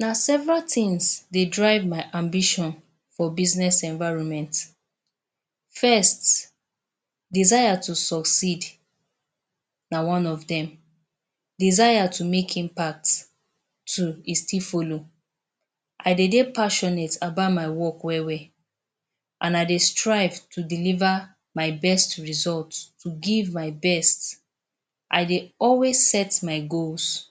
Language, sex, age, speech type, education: Nigerian Pidgin, female, 30-45, spontaneous, tertiary